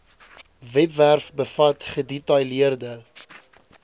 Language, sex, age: Afrikaans, male, 20